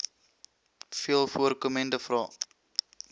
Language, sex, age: Afrikaans, male, 21